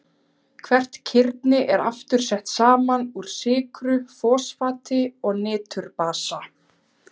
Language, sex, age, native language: Icelandic, female, 30-39, Icelandic